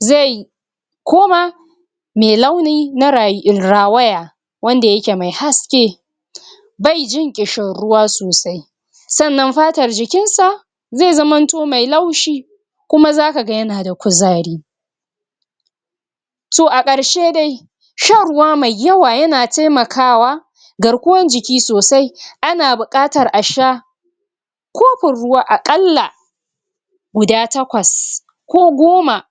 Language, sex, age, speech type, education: Hausa, female, 46-60, spontaneous, tertiary